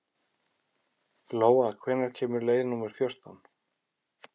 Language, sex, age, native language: Icelandic, male, 50-59, Icelandic